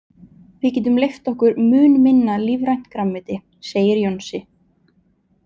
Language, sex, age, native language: Icelandic, female, 20-29, Icelandic